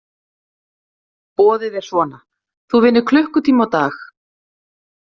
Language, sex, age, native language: Icelandic, female, 40-49, Icelandic